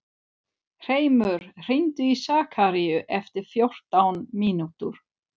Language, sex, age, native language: Icelandic, female, 30-39, Swedish